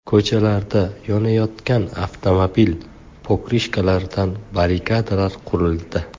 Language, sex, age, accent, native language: Uzbek, male, 25-34, Buxoro, Uzbek